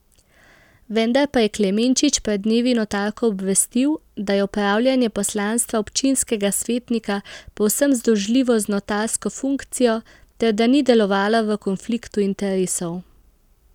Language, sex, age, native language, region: Slovenian, female, 18-29, Slovenian, Central Slovenia